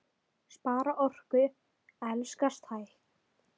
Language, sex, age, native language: Icelandic, female, 10, Icelandic